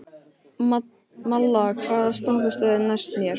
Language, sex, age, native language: Icelandic, male, 15, Icelandic